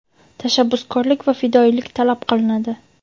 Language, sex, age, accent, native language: Uzbek, female, 18-24, Toshkent shahri, Uzbek